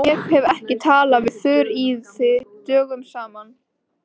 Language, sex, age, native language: Icelandic, female, 13, Icelandic